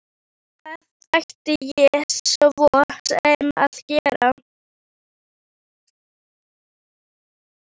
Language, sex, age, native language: Icelandic, female, 11, Icelandic